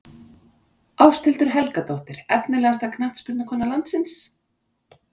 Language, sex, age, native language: Icelandic, female, 40-49, Icelandic